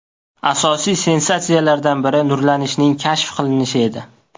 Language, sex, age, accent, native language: Uzbek, male, 18-24, Toshkent viloyati, Uzbek